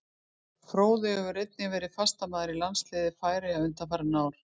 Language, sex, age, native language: Icelandic, female, 50-59, Icelandic